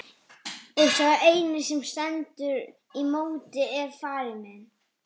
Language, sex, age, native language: Icelandic, female, 14, Icelandic